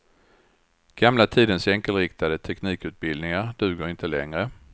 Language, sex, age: Swedish, male, 61